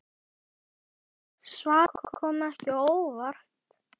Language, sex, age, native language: Icelandic, male, 10, Icelandic